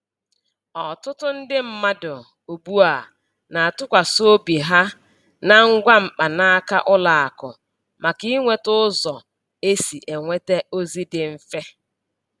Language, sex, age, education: Igbo, female, 46-60, tertiary